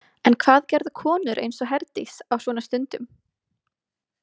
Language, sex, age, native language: Icelandic, female, 20-29, Icelandic